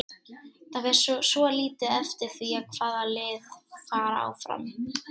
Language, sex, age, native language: Icelandic, female, 18-19, Icelandic